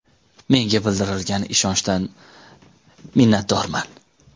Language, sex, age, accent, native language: Uzbek, male, 19-29, Toshkent shahri, Uzbek